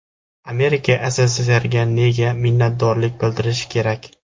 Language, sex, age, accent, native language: Uzbek, male, 18-24, Jizzax, Uzbek